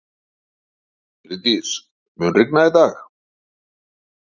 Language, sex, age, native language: Icelandic, male, 40-49, Icelandic